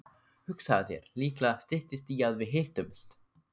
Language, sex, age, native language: Icelandic, male, 15, Icelandic